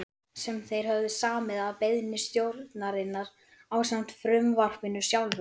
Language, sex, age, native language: Icelandic, male, 11, Icelandic